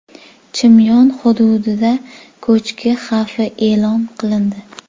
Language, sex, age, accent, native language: Uzbek, female, 18-24, Jizzax, Uzbek